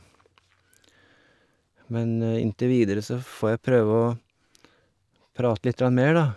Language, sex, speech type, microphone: Norwegian, male, spontaneous, Shure